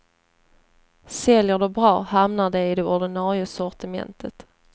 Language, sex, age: Swedish, female, 30